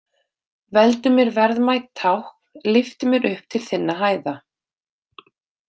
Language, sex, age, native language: Icelandic, female, 30-39, Icelandic